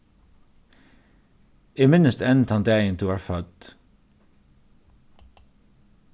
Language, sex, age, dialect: Faroese, male, 36-60, Norðurstreymoy/Eysturoy